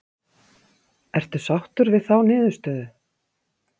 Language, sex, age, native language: Icelandic, female, 50-59, Icelandic